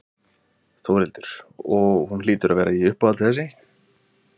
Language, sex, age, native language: Icelandic, male, 20-29, Icelandic